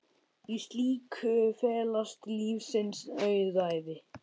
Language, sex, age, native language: Icelandic, male, 10, Icelandic